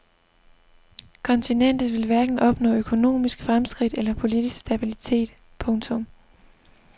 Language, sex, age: Danish, female, 25